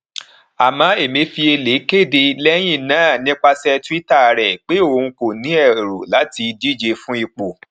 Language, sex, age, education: Yoruba, male, 30-45, tertiary